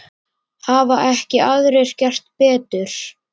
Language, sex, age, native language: Icelandic, male, 9, Icelandic